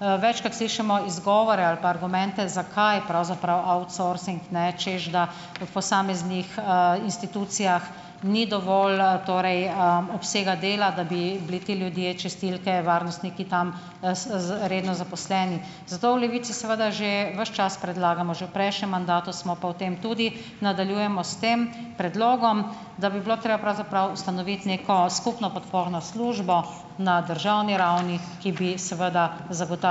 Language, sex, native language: Slovenian, female, Slovenian